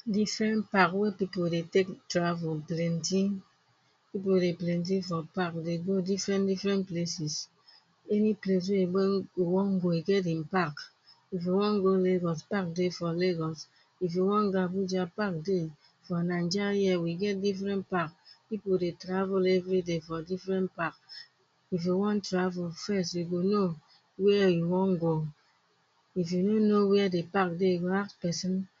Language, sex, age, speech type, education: Nigerian Pidgin, female, 30-45, spontaneous, tertiary